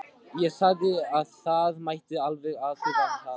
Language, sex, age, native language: Icelandic, male, 12, Icelandic